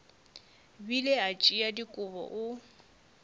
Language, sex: Northern Sotho, female